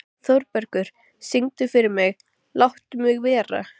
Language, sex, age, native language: Icelandic, female, 13, Icelandic